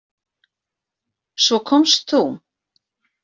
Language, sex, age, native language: Icelandic, female, 40-49, Icelandic